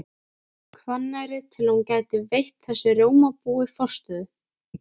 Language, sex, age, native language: Icelandic, female, 13, Icelandic